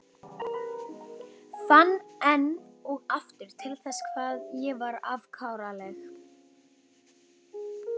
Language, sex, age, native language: Icelandic, female, 12, Icelandic